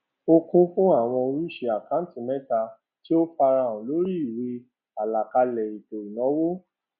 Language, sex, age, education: Yoruba, male, 30-45, tertiary